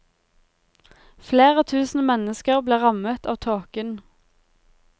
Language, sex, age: Norwegian, female, 23